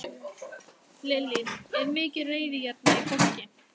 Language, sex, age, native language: Icelandic, female, 14, Icelandic